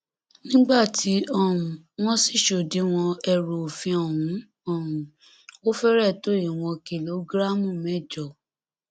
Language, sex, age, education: Yoruba, female, 15-29, tertiary